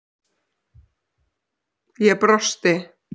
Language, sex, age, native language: Icelandic, other, 6, Icelandic